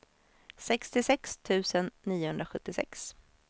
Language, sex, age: Swedish, female, 26